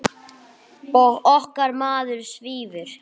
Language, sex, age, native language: Icelandic, male, 9, Icelandic